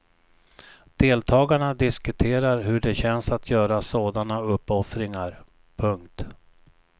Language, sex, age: Swedish, male, 59